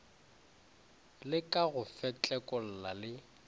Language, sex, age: Northern Sotho, male, 20